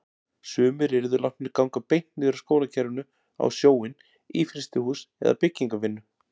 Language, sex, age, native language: Icelandic, male, 40-49, Icelandic